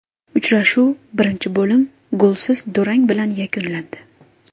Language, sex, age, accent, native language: Uzbek, female, 18-24, Andijon, Uzbek